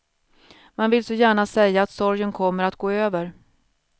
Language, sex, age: Swedish, female, 41